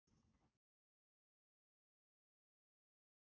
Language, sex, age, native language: Icelandic, female, 50-59, Icelandic